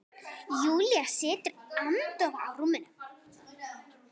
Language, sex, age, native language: Icelandic, female, 10, Icelandic